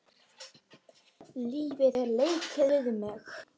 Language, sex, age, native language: Icelandic, female, 10, Icelandic